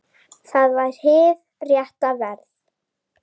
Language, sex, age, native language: Icelandic, female, 10, Icelandic